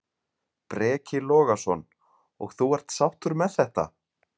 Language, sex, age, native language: Icelandic, male, 30-39, Icelandic